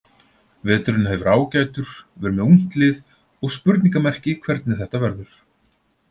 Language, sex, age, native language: Icelandic, male, 40-49, Icelandic